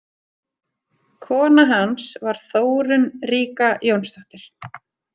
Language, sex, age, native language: Icelandic, female, 30-39, Icelandic